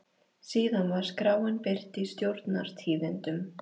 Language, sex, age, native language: Icelandic, female, 13, Icelandic